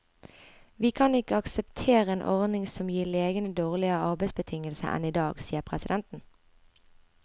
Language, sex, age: Norwegian, female, 25